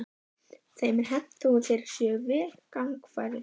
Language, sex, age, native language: Icelandic, female, 12, Icelandic